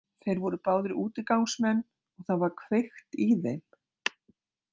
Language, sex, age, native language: Icelandic, female, 60-69, Icelandic